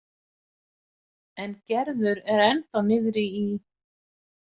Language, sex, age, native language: Icelandic, female, 40-49, Icelandic